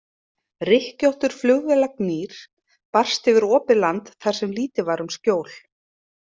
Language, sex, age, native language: Icelandic, female, 30-39, Icelandic